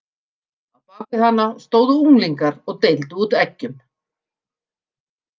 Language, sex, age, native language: Icelandic, female, 50-59, Icelandic